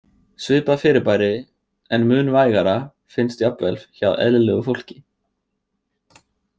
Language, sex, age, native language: Icelandic, male, 20-29, Icelandic